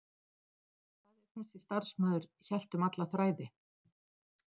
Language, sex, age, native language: Icelandic, female, 60-69, Icelandic